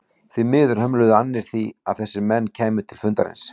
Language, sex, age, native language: Icelandic, male, 40-49, Icelandic